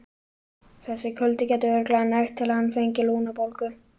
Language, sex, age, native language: Icelandic, male, 11, Icelandic